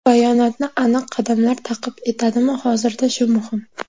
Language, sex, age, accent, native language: Uzbek, female, 19-29, Jizzax, Uzbek